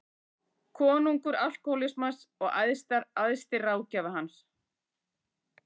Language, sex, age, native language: Icelandic, female, 40-49, Icelandic